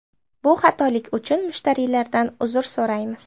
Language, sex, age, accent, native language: Uzbek, female, 12-17, Namangan, Uzbek